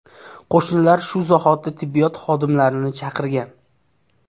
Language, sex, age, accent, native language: Uzbek, male, 18-24, Namangan, Uzbek